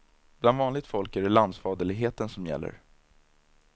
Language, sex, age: Swedish, male, 30